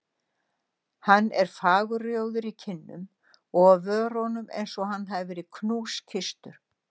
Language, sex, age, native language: Icelandic, female, 60-69, Icelandic